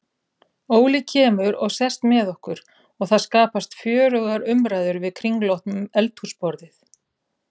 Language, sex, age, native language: Icelandic, female, 30-39, Icelandic